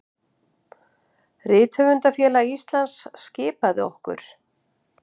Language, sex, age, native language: Icelandic, female, 50-59, Icelandic